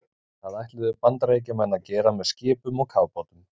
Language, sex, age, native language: Icelandic, male, 30-39, Icelandic